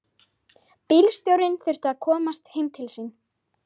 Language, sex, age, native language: Icelandic, female, 12, Icelandic